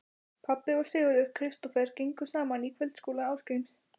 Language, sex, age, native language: Icelandic, female, 12, Icelandic